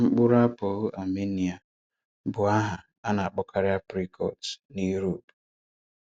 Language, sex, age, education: Igbo, male, 30-45, tertiary